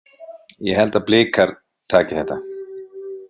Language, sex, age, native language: Icelandic, male, 50-59, Icelandic